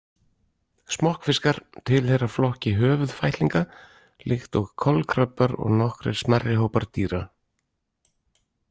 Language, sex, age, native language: Icelandic, male, 40-49, Icelandic